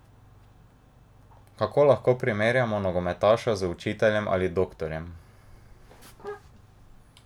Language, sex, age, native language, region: Slovenian, male, 18-29, Slovenian, Drava region